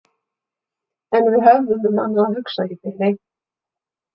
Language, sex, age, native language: Icelandic, female, 40-49, Icelandic